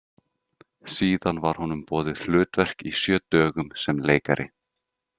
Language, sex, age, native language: Icelandic, male, 30-39, Icelandic